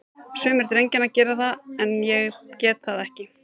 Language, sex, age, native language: Icelandic, female, 30-39, Icelandic